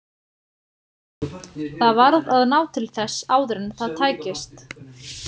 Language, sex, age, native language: Icelandic, female, 20-29, Icelandic